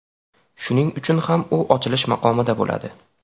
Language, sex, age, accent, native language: Uzbek, male, 18-24, Farg'ona, Uzbek